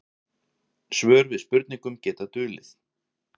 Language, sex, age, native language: Icelandic, male, 40-49, Icelandic